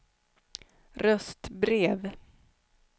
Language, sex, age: Swedish, female, 29